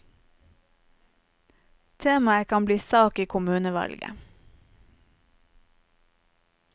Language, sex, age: Norwegian, female, 30